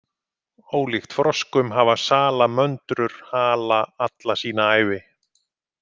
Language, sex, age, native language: Icelandic, male, 50-59, Icelandic